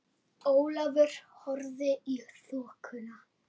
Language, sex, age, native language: Icelandic, female, 8, Icelandic